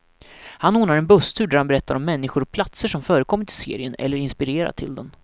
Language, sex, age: Swedish, male, 19